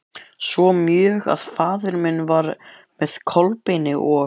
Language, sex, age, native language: Icelandic, male, 11, Icelandic